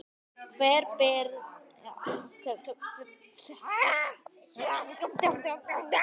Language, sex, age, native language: Icelandic, male, 10, Icelandic